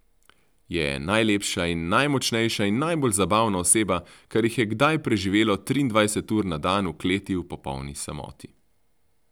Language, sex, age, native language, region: Slovenian, male, 30-49, Slovenian, Central Slovenia